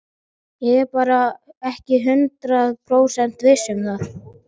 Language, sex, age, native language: Icelandic, male, 12, Icelandic